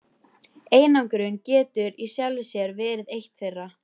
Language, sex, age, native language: Icelandic, female, 13, Icelandic